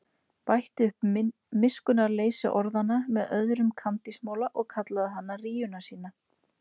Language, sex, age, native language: Icelandic, female, 20-29, Icelandic